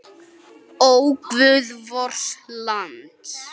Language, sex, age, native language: Icelandic, male, 9, Icelandic